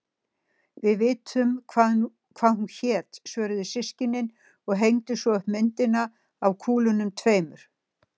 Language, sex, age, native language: Icelandic, female, 60-69, Icelandic